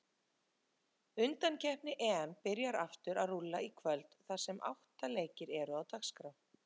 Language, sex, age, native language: Icelandic, female, 30-39, Icelandic